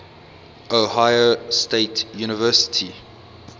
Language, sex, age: English, male, 22